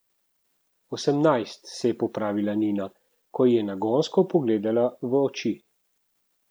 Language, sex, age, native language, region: Slovenian, male, 30-49, Slovenian, Central Slovenia